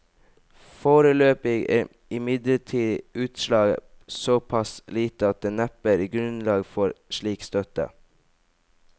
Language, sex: Norwegian, male